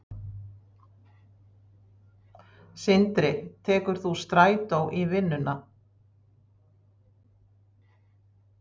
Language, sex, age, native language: Icelandic, female, 60-69, Icelandic